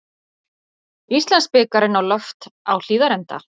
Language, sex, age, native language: Icelandic, female, 40-49, Icelandic